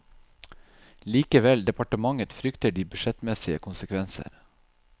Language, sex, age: Norwegian, male, 37